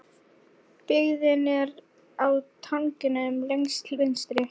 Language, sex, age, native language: Icelandic, female, 40-49, Icelandic